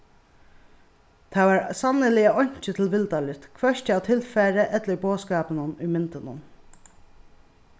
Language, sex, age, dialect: Faroese, female, 36-60, Suðurstreymoy